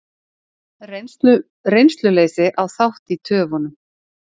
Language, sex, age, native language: Icelandic, female, 40-49, Icelandic